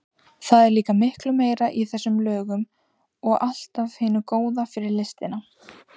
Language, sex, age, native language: Icelandic, female, 18-19, Icelandic